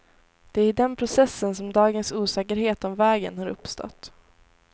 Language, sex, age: Swedish, female, 18